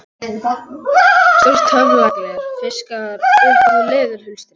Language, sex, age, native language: Icelandic, male, 11, Icelandic